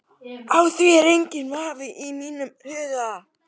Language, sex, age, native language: Icelandic, male, 13, Icelandic